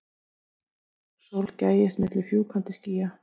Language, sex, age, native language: Icelandic, female, 50-59, Icelandic